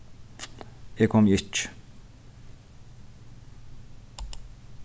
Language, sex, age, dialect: Faroese, male, 15-35, Sandoy